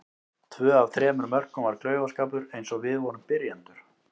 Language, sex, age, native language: Icelandic, male, 18-19, Icelandic